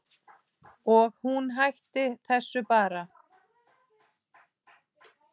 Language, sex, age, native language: Icelandic, female, 6, Icelandic